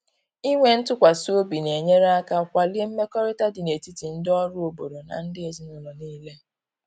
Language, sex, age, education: Igbo, female, 15-29, tertiary